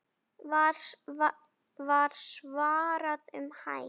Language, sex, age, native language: Icelandic, female, 10, Icelandic